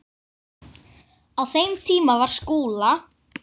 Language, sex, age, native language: Icelandic, female, 10, Icelandic